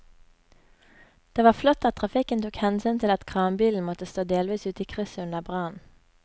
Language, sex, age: Norwegian, female, 24